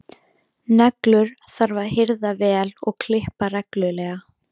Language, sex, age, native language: Icelandic, female, 13, Icelandic